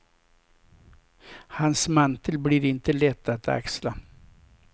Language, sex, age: Swedish, male, 67